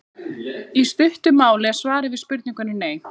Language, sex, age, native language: Icelandic, female, 30-39, Icelandic